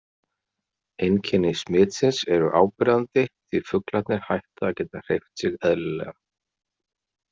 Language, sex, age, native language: Icelandic, male, 40-49, Icelandic